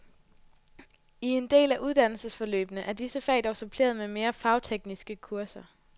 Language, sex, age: Danish, female, 20